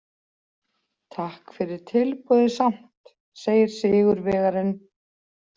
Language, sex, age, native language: Icelandic, female, 40-49, Icelandic